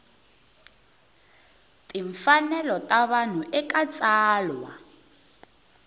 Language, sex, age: Tsonga, female, 20